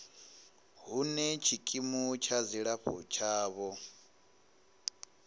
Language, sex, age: Venda, male, 19